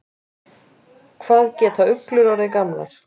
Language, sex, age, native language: Icelandic, female, 20-29, Icelandic